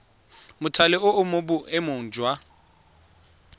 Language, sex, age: Tswana, male, 23